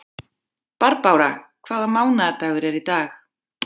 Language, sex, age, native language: Icelandic, female, 40-49, Icelandic